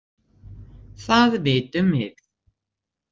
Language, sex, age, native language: Icelandic, female, 60-69, Icelandic